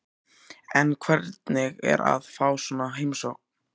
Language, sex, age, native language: Icelandic, male, 14, Icelandic